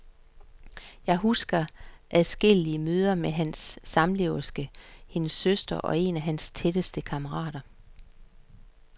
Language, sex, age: Danish, female, 50